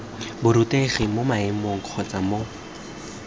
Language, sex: Tswana, male